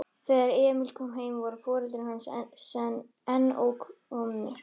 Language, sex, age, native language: Icelandic, female, 13, Icelandic